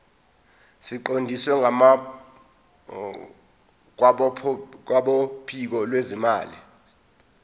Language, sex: Zulu, male